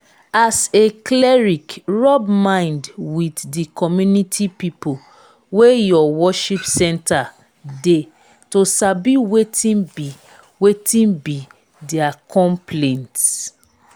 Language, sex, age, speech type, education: Nigerian Pidgin, female, 30-45, spontaneous, tertiary